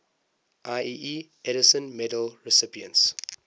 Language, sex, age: English, male, 19